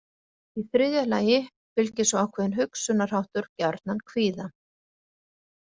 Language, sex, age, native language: Icelandic, female, 40-49, Icelandic